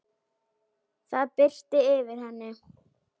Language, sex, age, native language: Icelandic, female, 10, Icelandic